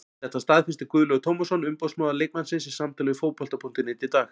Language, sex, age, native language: Icelandic, male, 40-49, Icelandic